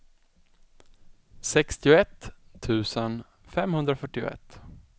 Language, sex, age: Swedish, male, 20